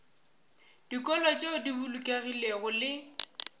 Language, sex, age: Northern Sotho, female, 18